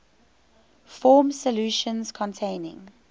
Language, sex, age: English, female, 21